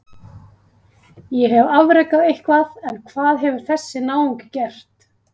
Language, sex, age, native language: Icelandic, female, 30-39, Icelandic